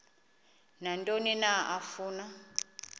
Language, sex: Xhosa, female